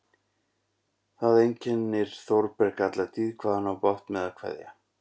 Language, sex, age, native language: Icelandic, male, 40-49, Icelandic